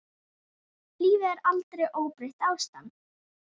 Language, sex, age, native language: Icelandic, male, 8, Icelandic